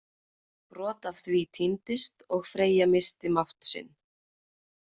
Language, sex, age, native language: Icelandic, female, 20-29, Icelandic